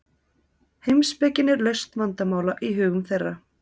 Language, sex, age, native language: Icelandic, female, 30-39, Icelandic